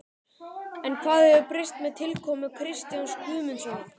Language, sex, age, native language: Icelandic, male, 12, Icelandic